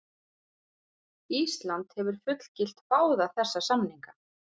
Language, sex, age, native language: Icelandic, female, 40-49, Icelandic